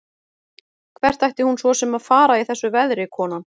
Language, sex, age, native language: Icelandic, female, 40-49, Icelandic